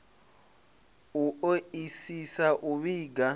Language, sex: Venda, male